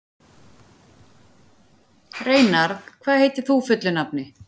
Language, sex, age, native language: Icelandic, female, 40-49, Icelandic